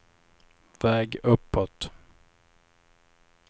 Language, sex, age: Swedish, male, 26